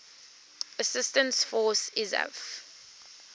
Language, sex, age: English, female, 19